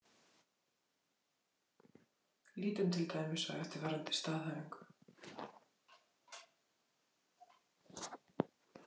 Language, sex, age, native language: Icelandic, female, 30-39, Icelandic